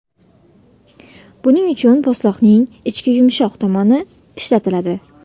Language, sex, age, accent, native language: Uzbek, female, 18-24, Sirdaryo, Uzbek